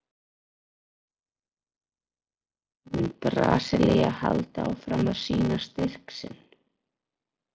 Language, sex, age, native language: Icelandic, female, 40-49, Icelandic